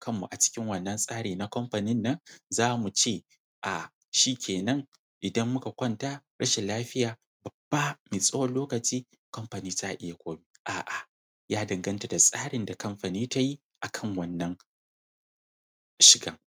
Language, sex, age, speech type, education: Hausa, male, 15-29, spontaneous, secondary